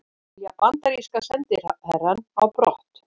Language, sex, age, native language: Icelandic, female, 50-59, Icelandic